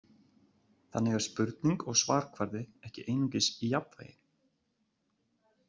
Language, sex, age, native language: Icelandic, male, 30-39, Icelandic